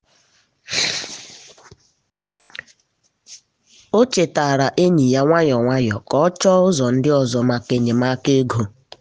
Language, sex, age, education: Igbo, female, 15-29, tertiary